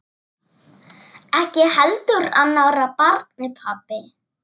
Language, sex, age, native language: Icelandic, female, 7, Icelandic